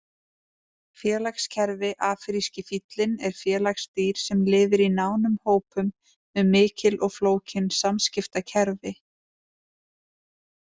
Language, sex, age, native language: Icelandic, female, 20-29, Icelandic